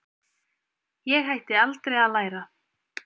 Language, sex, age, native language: Icelandic, female, 20-29, Icelandic